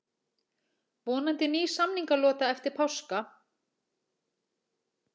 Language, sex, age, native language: Icelandic, female, 40-49, Icelandic